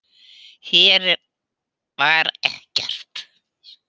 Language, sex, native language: Icelandic, female, Icelandic